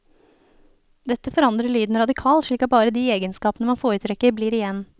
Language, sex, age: Norwegian, female, 29